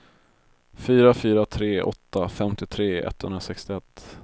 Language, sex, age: Swedish, male, 22